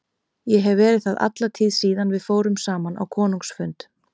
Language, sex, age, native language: Icelandic, female, 30-39, Icelandic